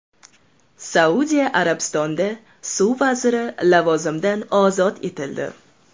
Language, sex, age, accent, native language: Uzbek, female, 18-24, Toshkent shahri, Uzbek